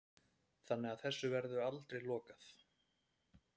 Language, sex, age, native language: Icelandic, male, 30-39, Icelandic